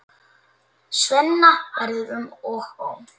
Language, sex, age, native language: Icelandic, male, 8, Icelandic